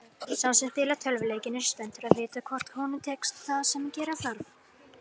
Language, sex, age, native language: Icelandic, female, 50-59, Icelandic